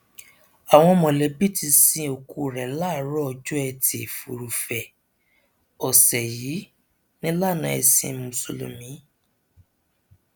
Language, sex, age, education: Yoruba, male, 15-29, tertiary